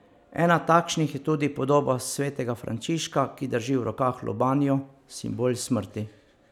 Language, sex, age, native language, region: Slovenian, male, 50-59, Slovenian, Savinja region